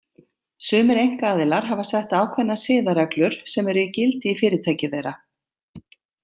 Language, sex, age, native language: Icelandic, female, 50-59, Icelandic